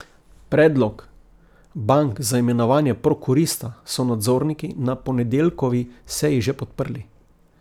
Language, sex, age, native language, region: Slovenian, male, 50-59, Slovenian, Coastal Karst region